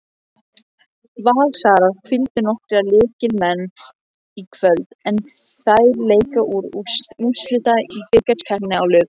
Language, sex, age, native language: Icelandic, other, 18-19, Icelandic